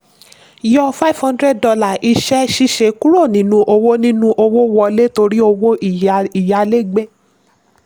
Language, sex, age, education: Yoruba, female, 30-45, tertiary